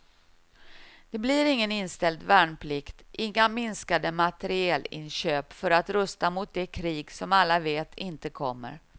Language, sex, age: Swedish, female, 53